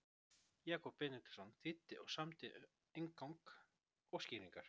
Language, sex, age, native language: Icelandic, male, 30-39, Icelandic